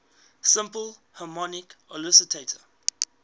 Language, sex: English, male